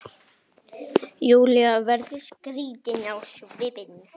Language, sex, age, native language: Icelandic, male, 9, Icelandic